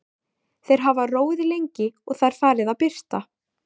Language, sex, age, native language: Icelandic, female, 14, Icelandic